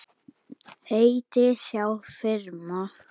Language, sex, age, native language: Icelandic, male, 8, Icelandic